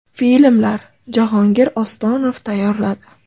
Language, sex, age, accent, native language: Uzbek, female, 25-34, Andijon, Uzbek